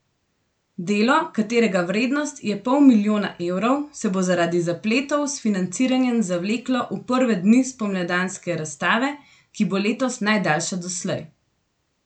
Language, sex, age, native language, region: Slovenian, female, 18-29, Slovenian, Gorenjska region